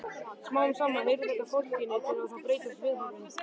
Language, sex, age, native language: Icelandic, male, 13, Icelandic